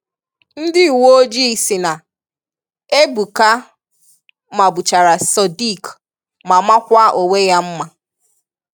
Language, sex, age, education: Igbo, female, 15-29, tertiary